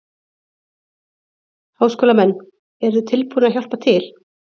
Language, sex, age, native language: Icelandic, female, 30-39, Icelandic